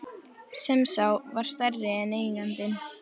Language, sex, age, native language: Icelandic, female, 11, Icelandic